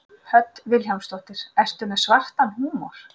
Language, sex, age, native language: Icelandic, female, 40-49, Icelandic